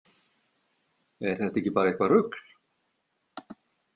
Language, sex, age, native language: Icelandic, male, 50-59, Icelandic